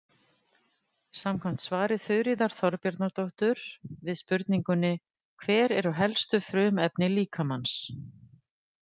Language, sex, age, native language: Icelandic, female, 50-59, Icelandic